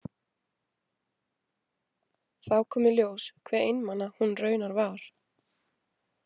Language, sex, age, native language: Icelandic, female, 20-29, Icelandic